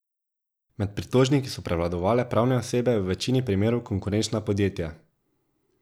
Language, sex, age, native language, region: Slovenian, male, 18-29, Slovenian, Drava region